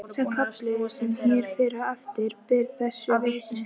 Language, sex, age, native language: Icelandic, female, 12, Icelandic